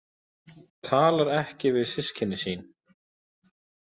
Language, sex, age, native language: Icelandic, male, 20-29, Icelandic